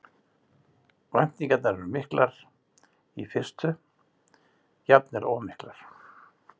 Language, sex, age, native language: Icelandic, male, 60-69, Icelandic